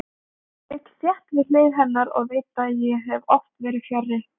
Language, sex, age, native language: Icelandic, female, 20-29, Icelandic